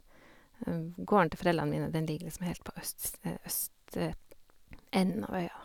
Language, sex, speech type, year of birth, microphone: Norwegian, female, spontaneous, 1978, Sennheiser